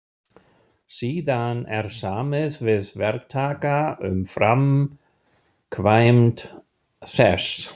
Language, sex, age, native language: Icelandic, male, 60-69, German